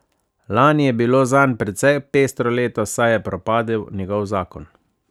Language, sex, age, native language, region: Slovenian, male, 30-49, Slovenian, Savinja region